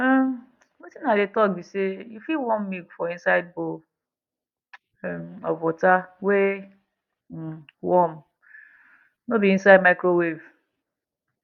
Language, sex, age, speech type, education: Nigerian Pidgin, female, 30-45, spontaneous, tertiary